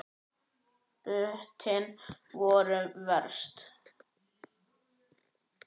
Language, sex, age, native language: Icelandic, male, 9, Icelandic